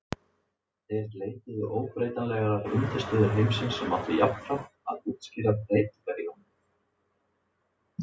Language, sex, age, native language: Icelandic, male, 30-39, Icelandic